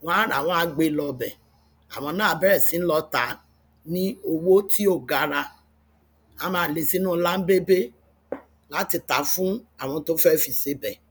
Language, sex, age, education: Yoruba, female, 46-60, tertiary